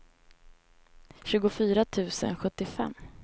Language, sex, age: Swedish, female, 18